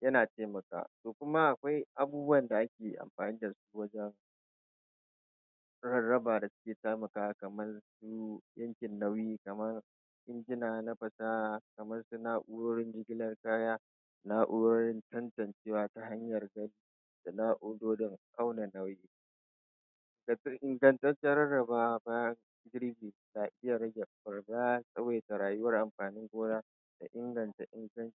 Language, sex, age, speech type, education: Hausa, male, 15-29, spontaneous, tertiary